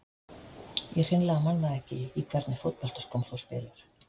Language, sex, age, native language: Icelandic, female, 50-59, Icelandic